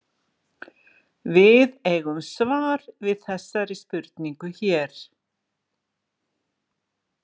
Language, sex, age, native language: Icelandic, female, 60-69, Icelandic